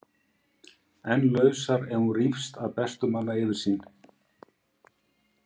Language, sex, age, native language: Icelandic, male, 50-59, Icelandic